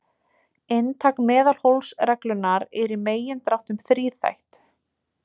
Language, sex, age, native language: Icelandic, female, 20-29, Icelandic